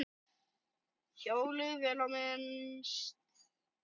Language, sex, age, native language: Icelandic, male, 9, Icelandic